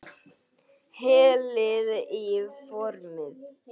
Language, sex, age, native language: Icelandic, female, 8, Icelandic